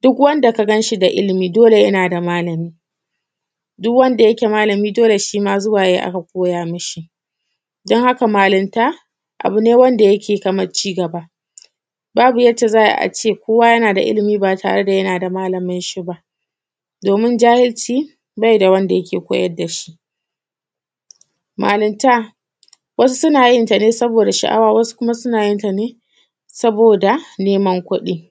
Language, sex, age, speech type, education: Hausa, female, 15-29, spontaneous, tertiary